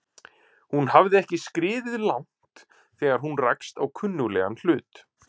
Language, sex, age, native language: Icelandic, male, 30-39, Icelandic